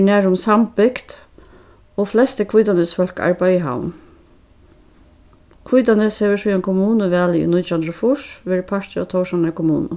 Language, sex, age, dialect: Faroese, female, 36-60, Suðurstreymoy